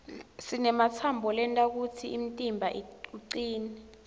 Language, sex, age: Swati, female, 20